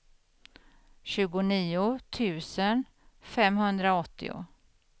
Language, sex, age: Swedish, female, 50